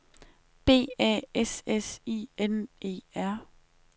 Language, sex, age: Danish, female, 21